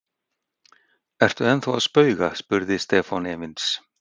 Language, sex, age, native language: Icelandic, male, 60-69, Icelandic